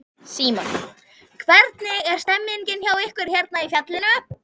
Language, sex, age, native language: Icelandic, female, 11, Icelandic